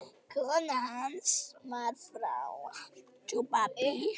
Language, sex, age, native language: Icelandic, other, 10, Icelandic